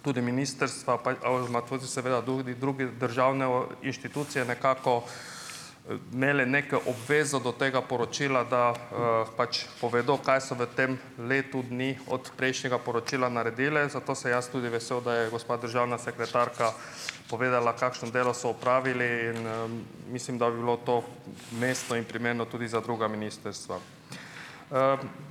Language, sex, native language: Slovenian, male, Hungarian